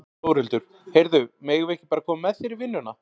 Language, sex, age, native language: Icelandic, male, 40-49, Icelandic